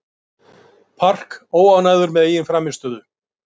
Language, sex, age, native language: Icelandic, male, 50-59, Icelandic